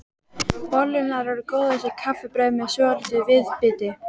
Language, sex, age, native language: Icelandic, female, 12, Icelandic